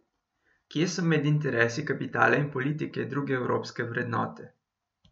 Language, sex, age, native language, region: Slovenian, male, 18-29, Slovenian, Gorenjska region